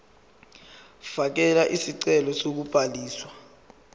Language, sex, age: Zulu, male, 17